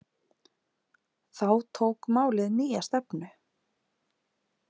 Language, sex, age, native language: Icelandic, female, 30-39, Icelandic